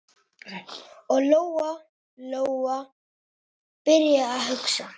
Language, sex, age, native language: Icelandic, male, 6, Italian